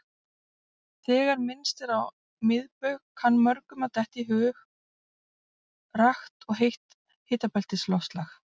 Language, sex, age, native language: Icelandic, female, 40-49, Icelandic